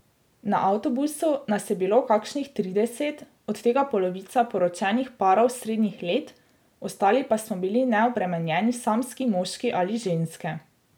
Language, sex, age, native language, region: Slovenian, female, 18-29, Slovenian, Drava region